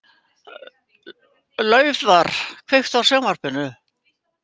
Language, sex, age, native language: Icelandic, female, 80-89, Icelandic